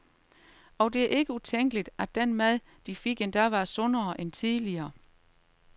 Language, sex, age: Danish, female, 38